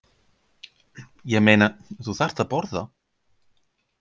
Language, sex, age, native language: Icelandic, male, 50-59, Icelandic